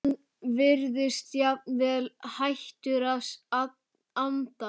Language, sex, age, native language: Icelandic, male, 12, Icelandic